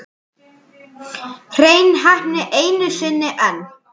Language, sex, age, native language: Icelandic, male, 10, Icelandic